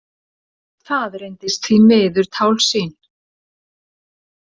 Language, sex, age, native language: Icelandic, female, 60-69, Icelandic